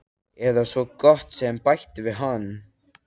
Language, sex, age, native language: Icelandic, male, 13, Icelandic